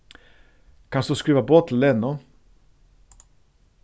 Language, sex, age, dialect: Faroese, male, 36-60, Suðurstreymoy